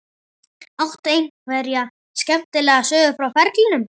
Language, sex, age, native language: Icelandic, male, 12, Icelandic